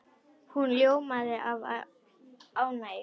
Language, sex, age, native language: Icelandic, female, 10, Icelandic